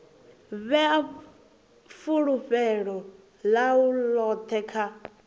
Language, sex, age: Venda, female, 24